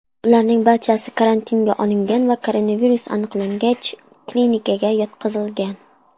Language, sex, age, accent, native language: Uzbek, female, under 19, Sirdaryo, Uzbek